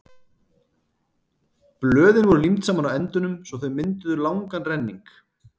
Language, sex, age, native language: Icelandic, male, 30-39, Icelandic